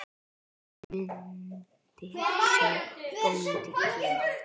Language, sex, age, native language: Icelandic, female, 9, Icelandic